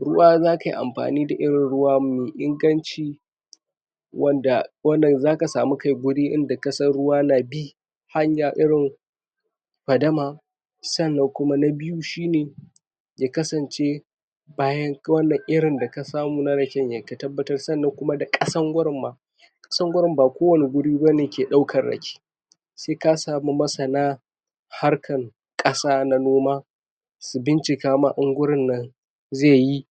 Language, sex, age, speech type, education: Hausa, male, 46-60, spontaneous, tertiary